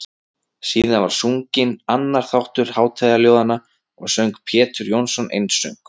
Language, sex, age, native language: Icelandic, male, 30-39, Icelandic